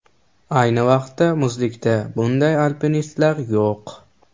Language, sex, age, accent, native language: Uzbek, male, 18-24, Toshkent shahri, Uzbek